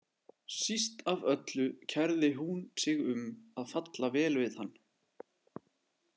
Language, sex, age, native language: Icelandic, male, 20-29, Icelandic